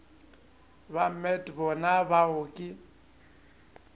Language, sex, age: Northern Sotho, male, 25